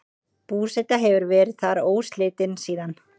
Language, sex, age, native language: Icelandic, female, 30-39, Icelandic